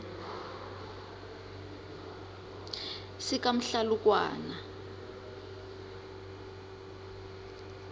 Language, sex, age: South Ndebele, female, 23